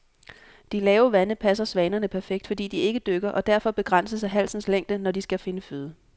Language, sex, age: Danish, female, 26